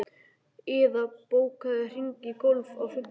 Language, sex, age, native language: Icelandic, male, 11, Icelandic